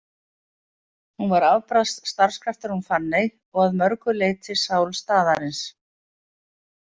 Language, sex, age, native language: Icelandic, female, 50-59, Icelandic